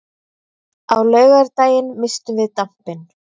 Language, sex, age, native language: Icelandic, female, 30-39, Icelandic